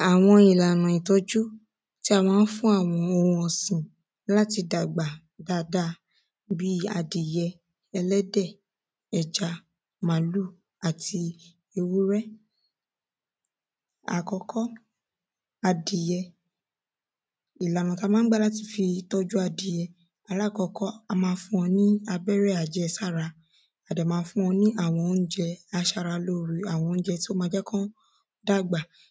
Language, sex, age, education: Yoruba, female, 15-29, secondary